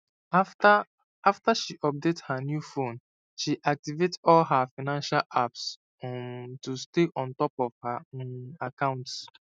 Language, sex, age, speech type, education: Nigerian Pidgin, male, 15-29, spontaneous, secondary